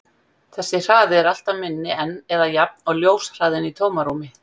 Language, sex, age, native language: Icelandic, female, 50-59, Icelandic